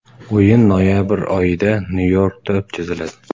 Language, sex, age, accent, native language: Uzbek, male, 18-24, Xorazm, Uzbek